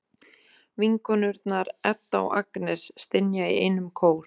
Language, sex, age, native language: Icelandic, female, 30-39, Icelandic